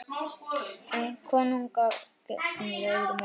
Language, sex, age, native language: Icelandic, male, 9, Icelandic